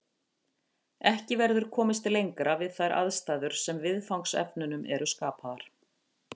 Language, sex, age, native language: Icelandic, female, 50-59, Icelandic